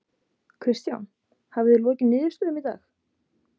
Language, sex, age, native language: Icelandic, female, 20-29, Icelandic